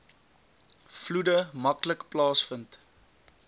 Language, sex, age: Afrikaans, male, 20